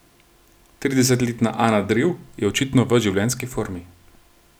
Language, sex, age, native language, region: Slovenian, male, 30-49, Slovenian, Gorenjska region